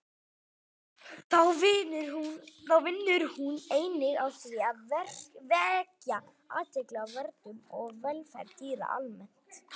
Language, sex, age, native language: Icelandic, male, 20-29, Icelandic